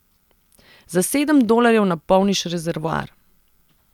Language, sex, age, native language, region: Slovenian, female, 30-49, Serbian, Central Slovenia